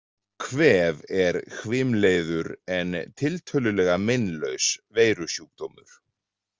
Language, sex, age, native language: Icelandic, male, 40-49, Icelandic